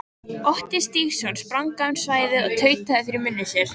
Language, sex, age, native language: Icelandic, female, 13, Icelandic